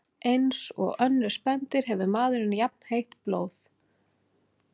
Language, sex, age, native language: Icelandic, female, 40-49, Icelandic